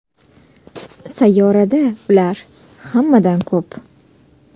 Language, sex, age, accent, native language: Uzbek, female, 18-24, Sirdaryo, Uzbek